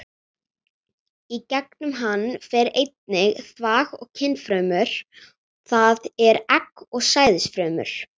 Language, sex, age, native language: Icelandic, female, 40-49, Icelandic